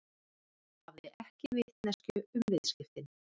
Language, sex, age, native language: Icelandic, female, 30-39, Icelandic